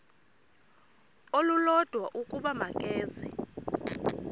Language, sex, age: Xhosa, female, 32